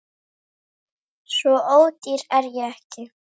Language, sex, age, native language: Icelandic, female, 8, Icelandic